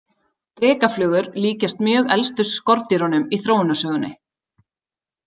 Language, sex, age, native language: Icelandic, female, 30-39, Icelandic